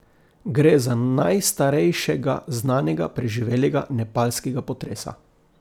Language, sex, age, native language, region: Slovenian, male, 50-59, Slovenian, Coastal Karst region